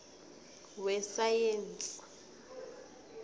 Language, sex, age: South Ndebele, female, 20